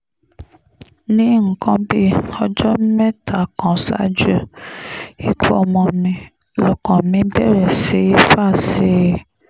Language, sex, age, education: Yoruba, female, 30-45, tertiary